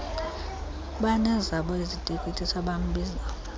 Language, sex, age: Xhosa, female, 22